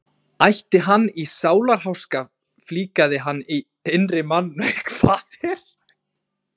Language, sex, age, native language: Icelandic, male, 20-29, Icelandic